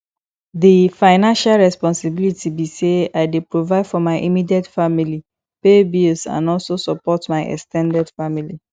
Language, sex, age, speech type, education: Nigerian Pidgin, female, 15-29, spontaneous, tertiary